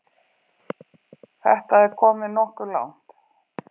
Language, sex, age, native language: Icelandic, female, 40-49, Icelandic